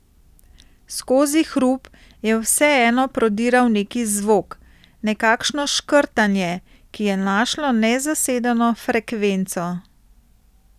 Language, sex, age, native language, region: Slovenian, female, 30-49, Slovenian, Central Slovenia